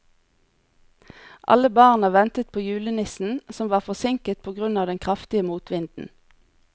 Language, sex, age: Norwegian, female, 40